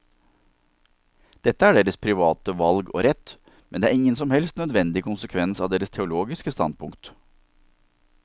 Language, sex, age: Norwegian, male, 47